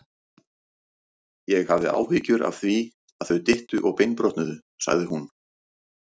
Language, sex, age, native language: Icelandic, male, 40-49, Icelandic